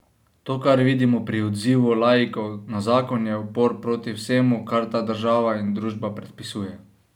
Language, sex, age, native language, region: Slovenian, male, 18-29, Slovenian, Savinja region